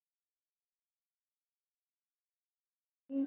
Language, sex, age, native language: Icelandic, female, 18-19, Icelandic